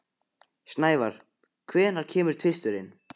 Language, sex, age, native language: Icelandic, male, 15, Icelandic